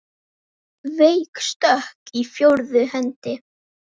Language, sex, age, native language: Icelandic, female, 10, Icelandic